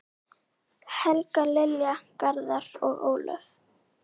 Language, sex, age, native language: Icelandic, female, 9, Icelandic